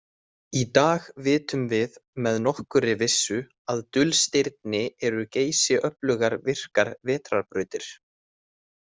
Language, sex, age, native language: Icelandic, male, 18-19, Icelandic